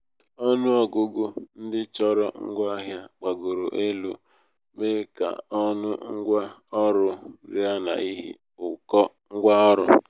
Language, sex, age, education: Igbo, male, 15-29, tertiary